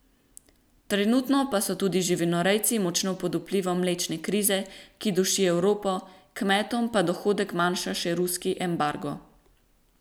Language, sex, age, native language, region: Slovenian, female, 18-29, Slovenian, Central Slovenia